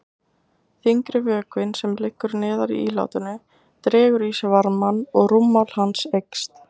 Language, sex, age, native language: Icelandic, female, 20-29, Icelandic